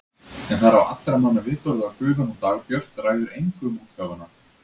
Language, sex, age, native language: Icelandic, male, 20-29, Icelandic